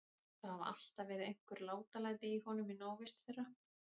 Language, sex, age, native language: Icelandic, female, 30-39, Icelandic